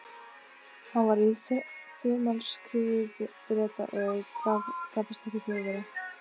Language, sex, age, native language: Icelandic, female, 15, Icelandic